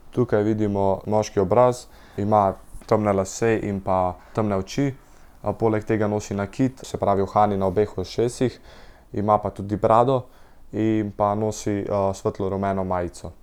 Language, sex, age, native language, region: Slovenian, male, 18-29, Slovenian, Central Slovenia